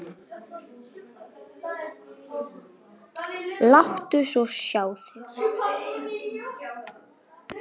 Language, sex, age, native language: Icelandic, female, 9, Icelandic